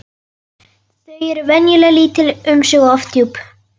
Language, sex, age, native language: Icelandic, female, 11, Icelandic